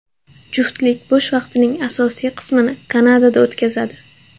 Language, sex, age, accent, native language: Uzbek, female, 18-24, Andijon, Uzbek